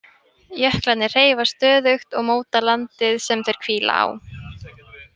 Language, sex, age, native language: Icelandic, female, 18-19, Icelandic